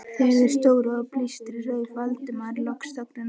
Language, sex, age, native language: Icelandic, female, 12, Icelandic